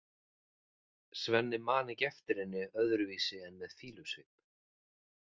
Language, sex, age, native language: Icelandic, male, 40-49, Icelandic